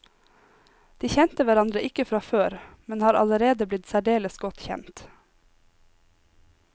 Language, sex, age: Norwegian, female, 26